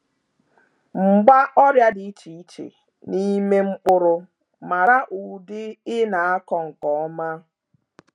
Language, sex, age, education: Igbo, female, 30-45, tertiary